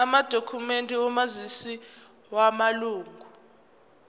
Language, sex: Zulu, female